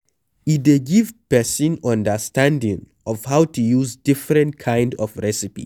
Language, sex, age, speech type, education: Nigerian Pidgin, male, 15-29, read, secondary